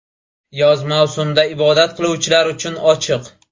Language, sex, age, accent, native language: Uzbek, male, 18-24, Buxoro, Uzbek